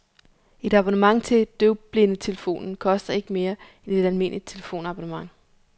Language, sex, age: Danish, female, 34